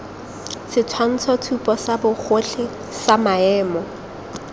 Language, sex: Tswana, female